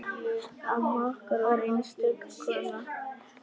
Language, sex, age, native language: Icelandic, male, 10, Icelandic